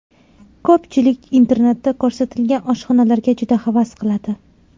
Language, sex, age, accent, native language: Uzbek, female, 18-24, Toshkent viloyati, Uzbek